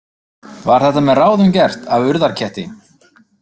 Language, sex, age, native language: Icelandic, male, 30-39, Icelandic